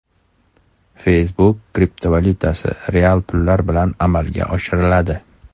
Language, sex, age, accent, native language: Uzbek, male, 35+, Toshkent shahri, Uzbek